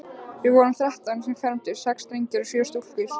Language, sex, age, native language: Icelandic, female, 15, Icelandic